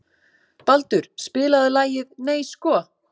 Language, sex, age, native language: Icelandic, female, 40-49, Icelandic